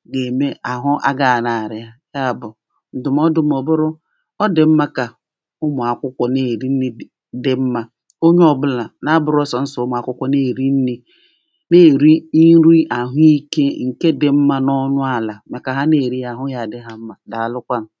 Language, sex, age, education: Igbo, female, 30-45, primary